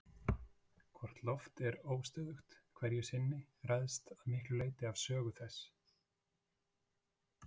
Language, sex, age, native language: Icelandic, male, 40-49, Icelandic